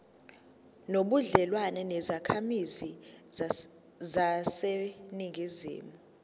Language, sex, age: Zulu, female, 19